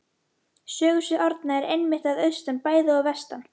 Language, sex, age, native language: Icelandic, female, 11, Icelandic